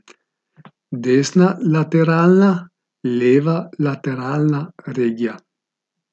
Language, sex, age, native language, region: Slovenian, male, 50-59, Slovenian, Gorica region